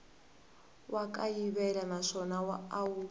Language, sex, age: Tsonga, female, 18